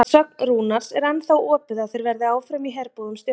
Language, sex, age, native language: Icelandic, female, 30-39, Icelandic